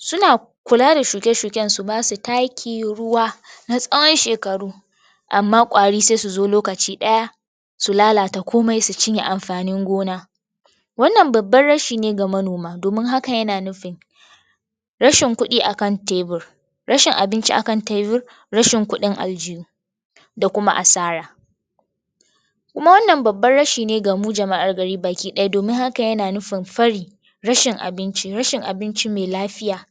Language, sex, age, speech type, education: Hausa, female, 15-29, spontaneous, tertiary